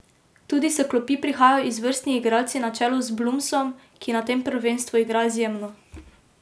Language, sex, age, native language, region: Slovenian, female, 18-29, Slovenian, Drava region